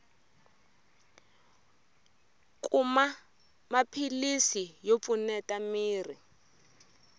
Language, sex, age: Tsonga, female, 24